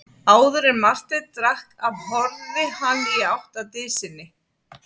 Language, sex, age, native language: Icelandic, female, 50-59, Icelandic